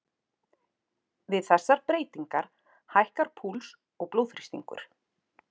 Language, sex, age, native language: Icelandic, female, 40-49, Icelandic